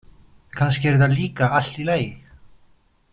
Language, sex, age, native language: Icelandic, male, 20-29, Polish